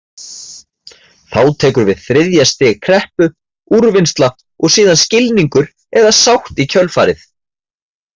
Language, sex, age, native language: Icelandic, male, 30-39, Icelandic